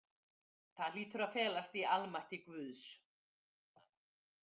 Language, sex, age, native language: Icelandic, female, 50-59, Icelandic